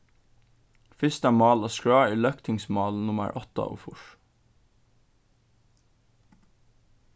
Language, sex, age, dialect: Faroese, male, 15-35, Suðurstreymoy